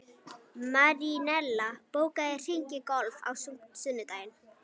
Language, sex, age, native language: Icelandic, female, 11, Icelandic